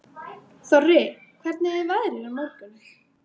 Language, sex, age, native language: Icelandic, female, 18-19, Icelandic